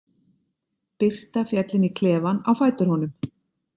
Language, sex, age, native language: Icelandic, female, 50-59, Icelandic